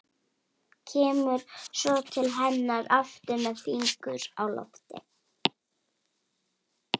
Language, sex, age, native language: Icelandic, female, 11, Icelandic